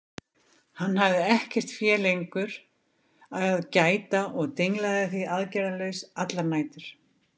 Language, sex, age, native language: Icelandic, female, 50-59, Icelandic